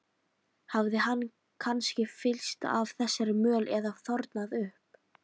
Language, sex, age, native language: Icelandic, female, 13, Icelandic